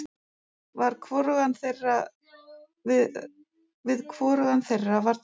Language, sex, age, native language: Icelandic, female, 40-49, Icelandic